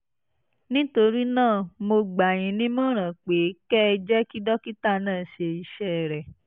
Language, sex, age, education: Yoruba, female, 15-29, tertiary